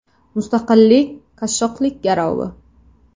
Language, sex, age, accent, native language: Uzbek, female, 18-24, Xorazm, Uzbek